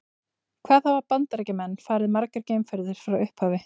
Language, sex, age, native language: Icelandic, female, 20-29, Icelandic